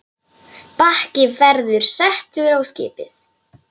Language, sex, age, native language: Icelandic, male, 9, Polish